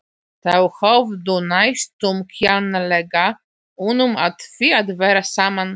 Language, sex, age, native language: Icelandic, female, 40-49, Polish